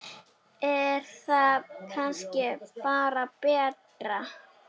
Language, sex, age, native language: Icelandic, female, 9, Icelandic